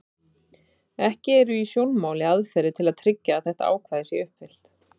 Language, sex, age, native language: Icelandic, female, 30-39, Icelandic